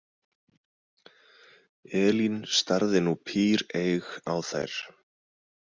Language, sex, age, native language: Icelandic, male, 20-29, Icelandic